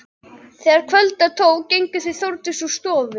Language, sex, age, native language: Icelandic, other, 12, Icelandic